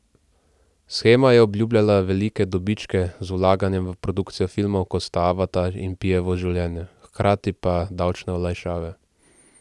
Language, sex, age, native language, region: Slovenian, male, 18-29, Slovenian, Central Slovenia